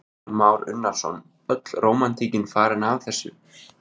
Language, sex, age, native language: Icelandic, male, 20-29, Icelandic